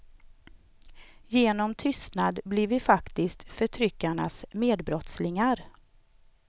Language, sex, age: Swedish, female, 38